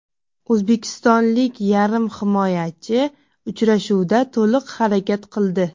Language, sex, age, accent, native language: Uzbek, female, 18-24, Jizzax, Uzbek